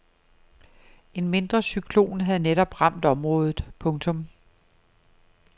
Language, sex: Danish, female